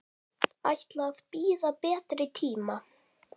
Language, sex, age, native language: Icelandic, male, 10, Icelandic